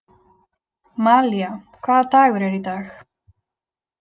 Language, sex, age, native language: Icelandic, female, 20-29, Icelandic